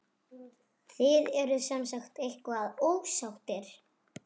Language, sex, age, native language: Icelandic, female, 6, Icelandic